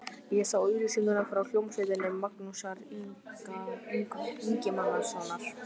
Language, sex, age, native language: Icelandic, male, 12, Icelandic